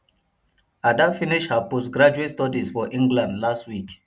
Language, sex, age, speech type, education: Nigerian Pidgin, male, 30-45, spontaneous, tertiary